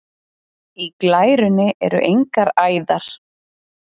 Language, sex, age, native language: Icelandic, female, 30-39, Icelandic